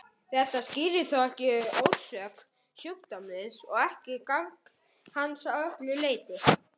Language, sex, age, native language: Icelandic, male, 18-19, Icelandic